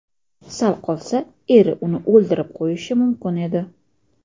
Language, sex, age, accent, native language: Uzbek, female, 25-34, Toshkent shahri, Uzbek